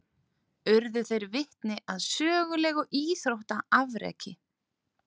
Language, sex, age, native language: Icelandic, female, 30-39, Icelandic